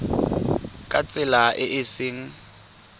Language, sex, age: Tswana, male, 23